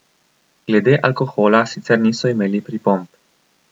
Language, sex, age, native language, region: Slovenian, male, 18-29, Slovenian, Coastal Karst region